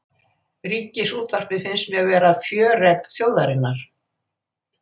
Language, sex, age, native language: Icelandic, female, 80-89, Icelandic